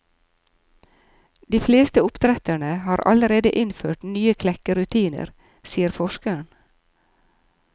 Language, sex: Norwegian, female